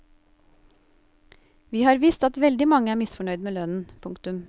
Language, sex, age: Norwegian, female, 28